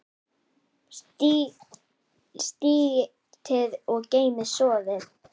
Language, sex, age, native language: Icelandic, female, 10, Icelandic